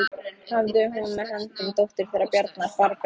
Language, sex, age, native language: Icelandic, female, 15, Icelandic